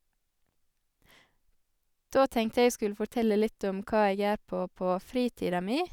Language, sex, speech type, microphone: Norwegian, female, spontaneous, Sennheiser